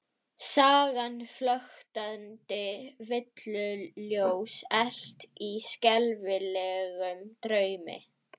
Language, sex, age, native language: Icelandic, female, 12, Icelandic